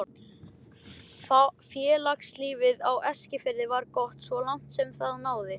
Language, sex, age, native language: Icelandic, male, 11, Icelandic